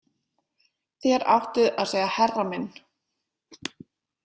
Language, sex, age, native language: Icelandic, female, 20-29, Icelandic